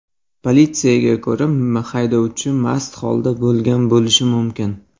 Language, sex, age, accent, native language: Uzbek, male, 19-29, Toshkent viloyati, Uzbek